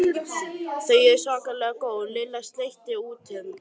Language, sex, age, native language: Icelandic, male, 11, Icelandic